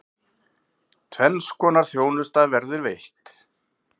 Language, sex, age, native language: Icelandic, male, 40-49, Icelandic